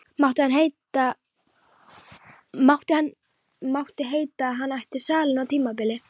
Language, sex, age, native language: Icelandic, female, 11, Icelandic